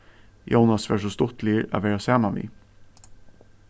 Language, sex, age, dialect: Faroese, male, 15-35, Suðurstreymoy